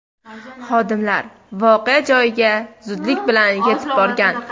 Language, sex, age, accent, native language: Uzbek, female, under 19, Toshkent viloyati, Uzbek